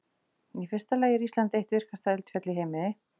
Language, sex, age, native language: Icelandic, female, 40-49, Icelandic